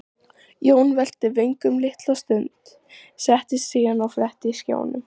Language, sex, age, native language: Icelandic, female, 14, Icelandic